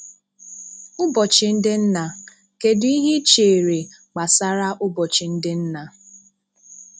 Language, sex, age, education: Igbo, female, 30-45, tertiary